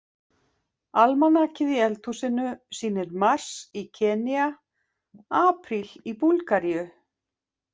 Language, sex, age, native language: Icelandic, female, 50-59, Icelandic